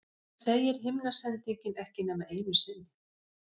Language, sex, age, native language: Icelandic, female, 50-59, Icelandic